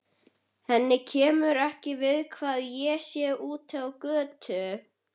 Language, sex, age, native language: Icelandic, male, 11, Icelandic